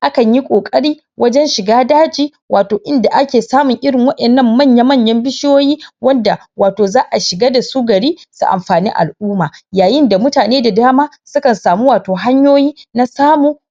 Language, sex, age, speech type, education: Hausa, male, 15-29, spontaneous, primary